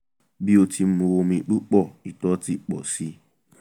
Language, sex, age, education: Yoruba, male, 15-29, tertiary